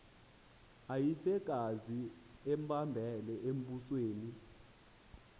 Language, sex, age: Xhosa, male, 20